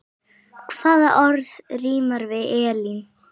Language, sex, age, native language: Icelandic, female, 8, Icelandic